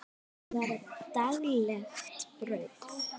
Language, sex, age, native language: Icelandic, female, 10, Icelandic